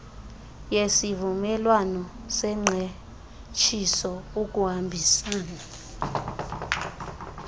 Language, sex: Xhosa, female